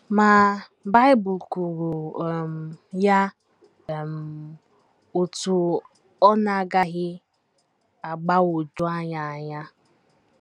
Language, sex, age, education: Igbo, female, 15-29, tertiary